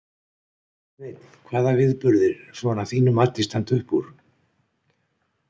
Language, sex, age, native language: Icelandic, male, 60-69, Icelandic